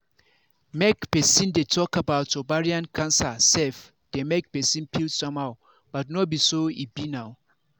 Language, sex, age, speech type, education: Nigerian Pidgin, male, 30-45, spontaneous, tertiary